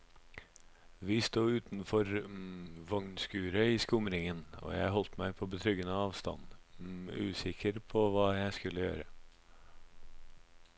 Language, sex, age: Norwegian, male, 26